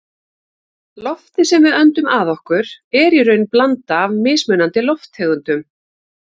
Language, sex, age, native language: Icelandic, female, 50-59, Icelandic